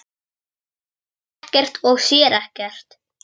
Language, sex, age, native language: Icelandic, male, 11, Icelandic